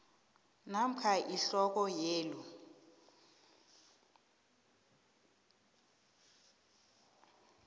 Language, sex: South Ndebele, female